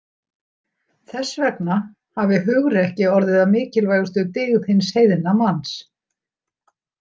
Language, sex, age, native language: Icelandic, female, 60-69, Icelandic